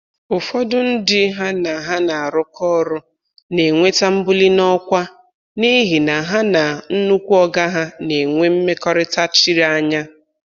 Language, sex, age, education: Igbo, female, 15-29, tertiary